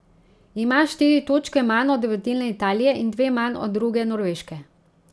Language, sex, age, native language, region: Slovenian, female, 30-49, Slovenian, Central Slovenia